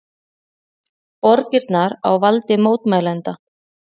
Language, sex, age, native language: Icelandic, female, 40-49, Icelandic